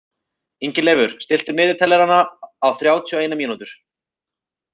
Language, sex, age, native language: Icelandic, male, 30-39, Icelandic